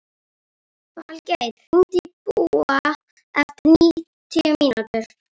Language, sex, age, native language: Icelandic, female, 11, Icelandic